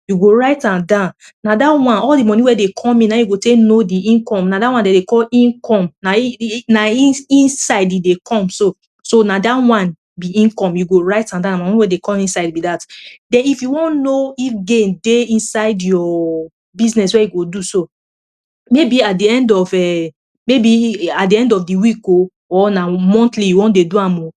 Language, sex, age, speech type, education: Nigerian Pidgin, female, 30-45, spontaneous, tertiary